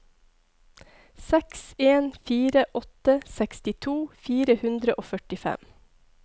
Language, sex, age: Norwegian, female, 42